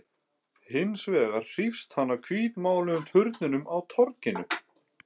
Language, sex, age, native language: Icelandic, female, 11, Icelandic